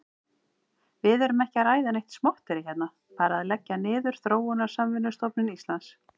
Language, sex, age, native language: Icelandic, female, 40-49, Icelandic